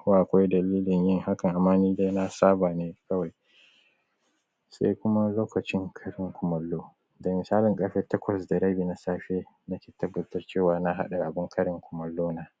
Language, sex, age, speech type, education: Hausa, male, 30-45, spontaneous, primary